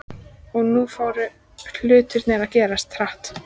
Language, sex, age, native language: Icelandic, female, 14, Icelandic